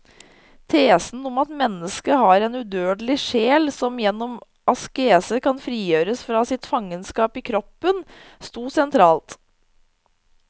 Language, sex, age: Norwegian, female, 30